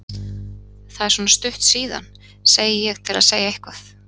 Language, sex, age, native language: Icelandic, female, 30-39, Icelandic